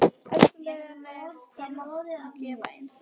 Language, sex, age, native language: Icelandic, female, 11, Icelandic